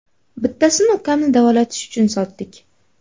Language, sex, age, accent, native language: Uzbek, female, 18-24, Farg'ona, Uzbek